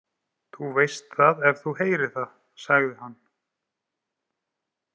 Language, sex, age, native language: Icelandic, male, 30-39, Icelandic